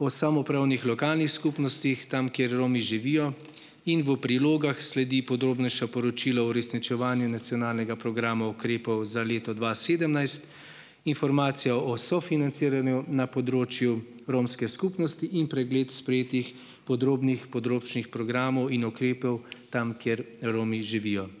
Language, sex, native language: Slovenian, male, Slovenian